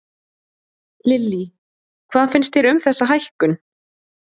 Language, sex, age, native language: Icelandic, female, 20-29, Icelandic